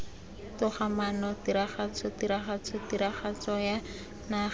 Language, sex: Tswana, female